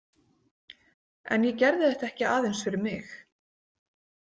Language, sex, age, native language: Icelandic, female, 40-49, Icelandic